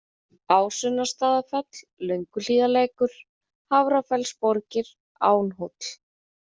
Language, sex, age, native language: Icelandic, female, 30-39, Icelandic